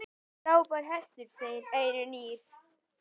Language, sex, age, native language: Icelandic, male, 10, Icelandic